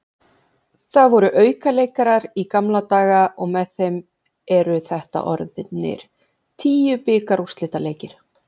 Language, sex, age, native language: Icelandic, female, 40-49, Icelandic